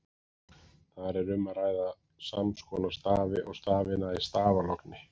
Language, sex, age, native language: Icelandic, male, 40-49, Icelandic